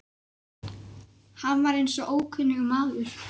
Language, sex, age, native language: Icelandic, male, 11, Icelandic